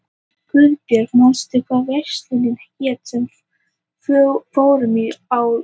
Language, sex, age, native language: Icelandic, female, 18-19, Icelandic